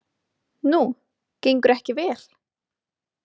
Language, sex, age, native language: Icelandic, female, 20-29, Icelandic